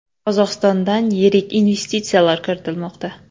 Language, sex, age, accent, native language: Uzbek, female, 18-24, Qoraqalpog'iston, Uzbek